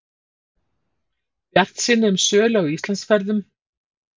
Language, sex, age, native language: Icelandic, female, 40-49, Icelandic